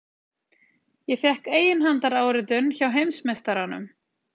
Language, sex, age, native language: Icelandic, female, 30-39, Icelandic